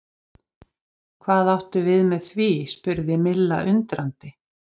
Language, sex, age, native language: Icelandic, female, 50-59, Icelandic